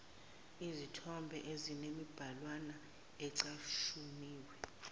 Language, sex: Zulu, female